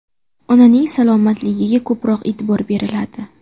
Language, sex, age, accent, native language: Uzbek, female, under 19, Samarqand, Uzbek